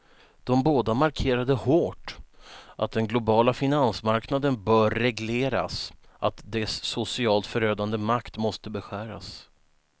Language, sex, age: Swedish, male, 19